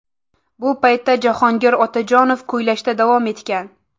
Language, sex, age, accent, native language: Uzbek, female, 18-24, Samarqand, Uzbek